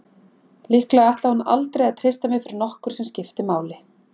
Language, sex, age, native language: Icelandic, female, 40-49, Icelandic